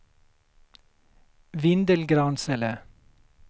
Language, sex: Swedish, male